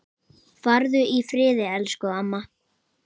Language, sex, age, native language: Icelandic, male, 8, Icelandic